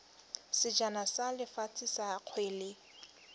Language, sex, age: Tswana, female, 21